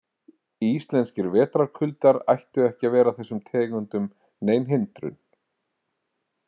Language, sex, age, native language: Icelandic, male, 40-49, Icelandic